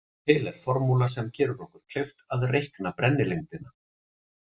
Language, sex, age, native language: Icelandic, male, 40-49, Icelandic